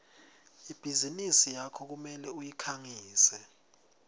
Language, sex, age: Swati, male, 20